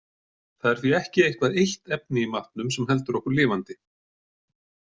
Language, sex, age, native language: Icelandic, male, 40-49, Icelandic